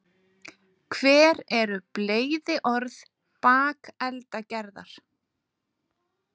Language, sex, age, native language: Icelandic, female, 18-19, Icelandic